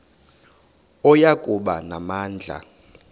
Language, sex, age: Xhosa, male, 31